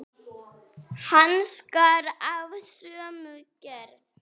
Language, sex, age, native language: Icelandic, female, 8, Icelandic